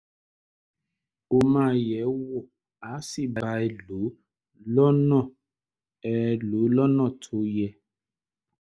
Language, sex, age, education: Yoruba, male, 30-45, tertiary